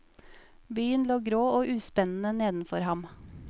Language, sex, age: Norwegian, female, 28